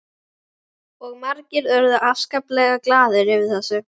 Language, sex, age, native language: Icelandic, female, 11, Icelandic